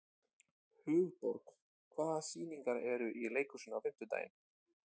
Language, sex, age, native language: Icelandic, male, 20-29, Icelandic